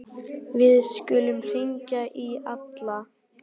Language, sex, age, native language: Icelandic, male, 10, Icelandic